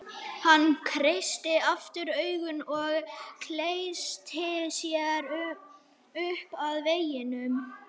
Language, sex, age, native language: Icelandic, male, 12, Icelandic